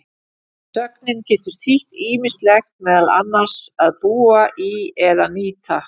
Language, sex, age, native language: Icelandic, female, 40-49, Icelandic